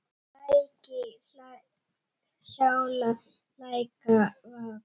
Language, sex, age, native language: Icelandic, female, 9, Icelandic